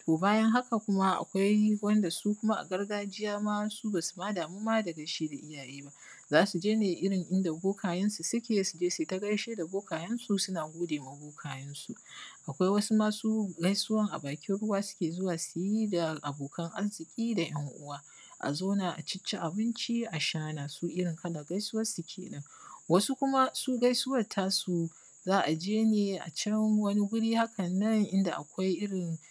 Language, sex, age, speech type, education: Hausa, female, 30-45, spontaneous, primary